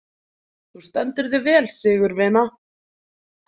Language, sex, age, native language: Icelandic, female, 20-29, Icelandic